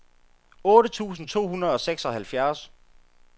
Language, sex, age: Danish, male, 33